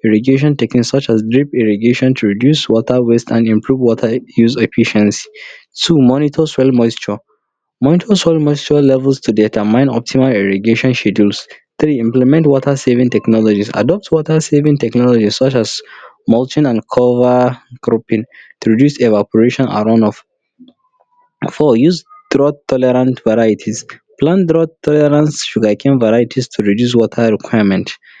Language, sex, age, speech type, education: Hausa, male, 30-45, spontaneous, tertiary